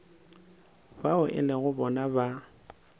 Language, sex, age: Northern Sotho, male, 19